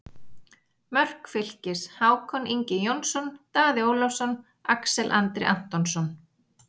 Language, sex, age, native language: Icelandic, female, 40-49, Icelandic